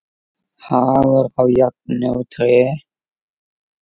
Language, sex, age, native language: Icelandic, male, 8, Icelandic